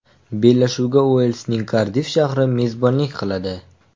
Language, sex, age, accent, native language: Uzbek, male, 18-24, Farg'ona, Uzbek